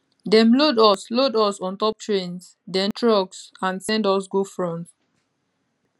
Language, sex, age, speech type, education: Nigerian Pidgin, female, 15-29, spontaneous, tertiary